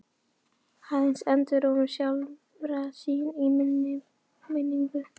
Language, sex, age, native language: Icelandic, female, 11, Icelandic